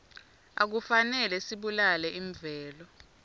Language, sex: Swati, female